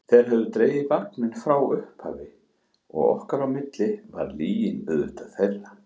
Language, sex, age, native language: Icelandic, male, 40-49, Icelandic